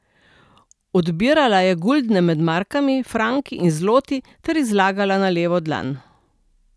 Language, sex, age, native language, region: Slovenian, female, 60+, Slovenian, Central Slovenia